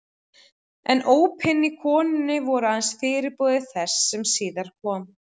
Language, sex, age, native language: Icelandic, female, 30-39, Icelandic